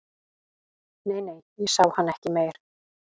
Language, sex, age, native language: Icelandic, female, 18-19, Icelandic